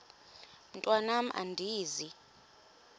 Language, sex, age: Xhosa, female, 23